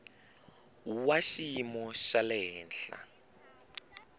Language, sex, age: Tsonga, male, 22